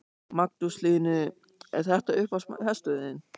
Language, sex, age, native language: Icelandic, male, 14, German